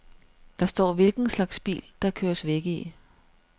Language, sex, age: Danish, female, 42